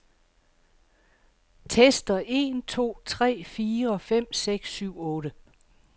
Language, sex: Danish, female